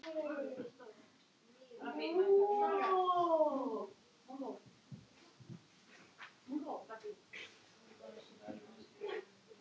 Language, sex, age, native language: Icelandic, other, 11, Icelandic